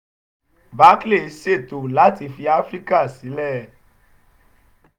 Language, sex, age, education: Yoruba, male, 30-45, tertiary